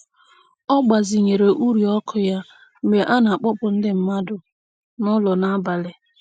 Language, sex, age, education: Igbo, female, 15-29, secondary